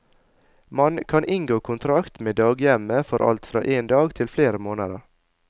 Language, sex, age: Norwegian, male, 22